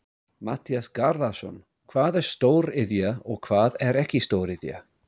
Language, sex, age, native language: Icelandic, male, 30-39, English